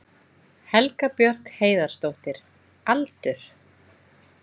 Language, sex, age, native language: Icelandic, female, 20-29, Icelandic